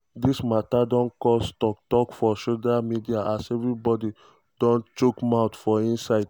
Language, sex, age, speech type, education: Nigerian Pidgin, male, 15-29, spontaneous, tertiary